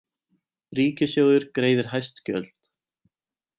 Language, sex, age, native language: Icelandic, male, 20-29, Icelandic